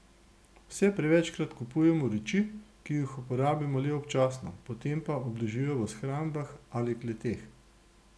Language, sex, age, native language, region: Slovenian, male, 60+, Slovenian, Gorenjska region